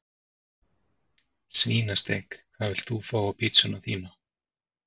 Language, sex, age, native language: Icelandic, male, 40-49, Icelandic